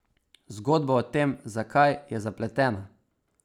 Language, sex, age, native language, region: Slovenian, male, 18-29, Slovenian, Savinja region